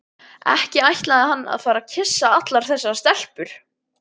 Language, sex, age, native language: Icelandic, male, 12, Icelandic